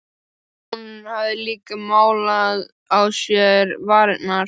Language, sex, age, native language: Icelandic, female, 12, Icelandic